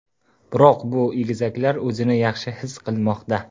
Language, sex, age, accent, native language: Uzbek, male, 18-24, Qashqadaryo, Uzbek